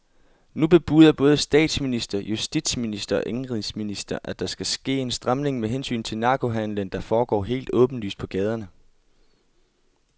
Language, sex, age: Danish, male, 22